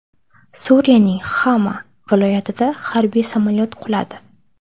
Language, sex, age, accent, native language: Uzbek, female, 18-24, Farg'ona, Uzbek